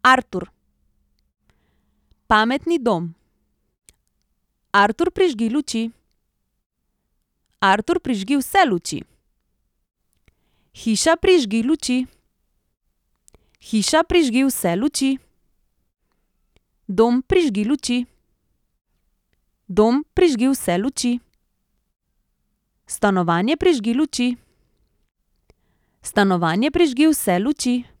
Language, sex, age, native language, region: Slovenian, female, 30-49, Slovenian, Central Slovenia